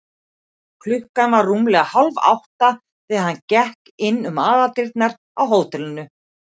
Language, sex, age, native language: Icelandic, female, 40-49, Icelandic